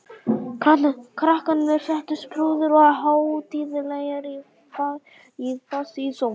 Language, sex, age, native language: Icelandic, male, 11, Icelandic